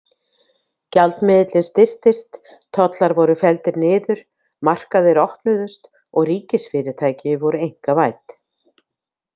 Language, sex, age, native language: Icelandic, female, 50-59, Icelandic